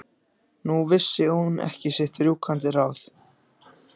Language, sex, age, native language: Icelandic, other, 14, Icelandic